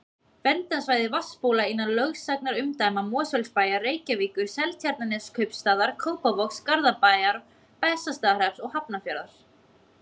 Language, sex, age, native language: Icelandic, female, 20-29, Icelandic